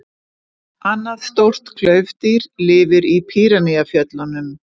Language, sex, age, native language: Icelandic, female, 50-59, Icelandic